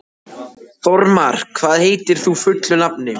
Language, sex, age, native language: Icelandic, male, 14, Icelandic